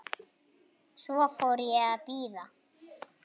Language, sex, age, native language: Icelandic, female, 8, Icelandic